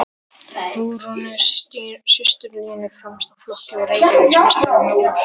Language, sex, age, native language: Icelandic, male, 13, Icelandic